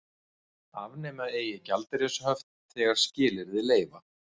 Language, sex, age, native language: Icelandic, male, 40-49, Icelandic